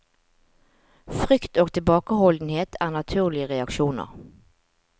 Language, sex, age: Norwegian, female, 45